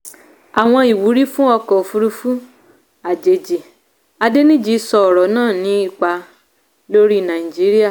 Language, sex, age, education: Yoruba, female, 15-29, tertiary